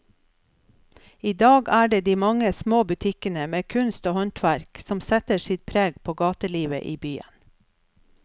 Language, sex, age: Norwegian, female, 47